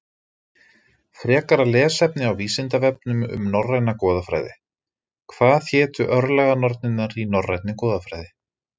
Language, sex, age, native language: Icelandic, male, 30-39, Icelandic